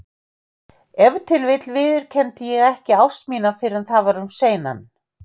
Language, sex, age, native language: Icelandic, female, 50-59, Icelandic